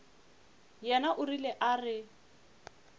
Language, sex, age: Northern Sotho, female, 25